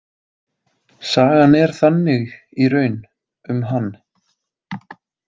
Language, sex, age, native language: Icelandic, male, 20-29, Icelandic